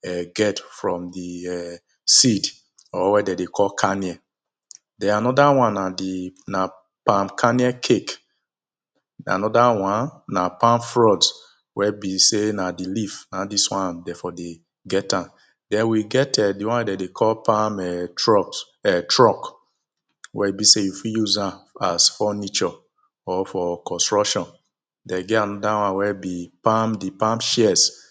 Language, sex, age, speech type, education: Nigerian Pidgin, male, 30-45, spontaneous, tertiary